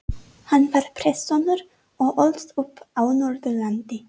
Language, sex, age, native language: Icelandic, female, 30-39, English